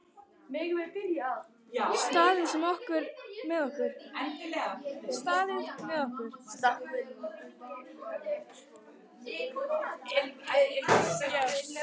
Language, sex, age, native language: Icelandic, female, 18-19, Icelandic